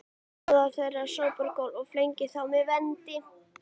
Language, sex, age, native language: Icelandic, female, 40-49, Icelandic